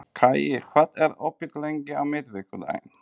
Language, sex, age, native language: Icelandic, male, 40-49, Polish